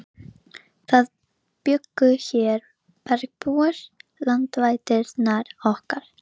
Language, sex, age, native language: Icelandic, female, 11, Icelandic